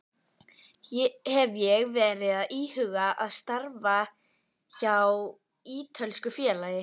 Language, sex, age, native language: Icelandic, female, 11, Icelandic